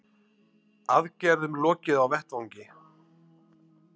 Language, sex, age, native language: Icelandic, male, 50-59, Icelandic